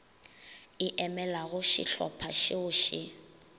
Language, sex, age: Northern Sotho, female, 22